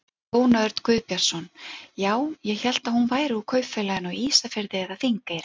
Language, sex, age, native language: Icelandic, female, 40-49, Icelandic